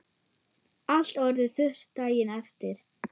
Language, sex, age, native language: Icelandic, female, 9, German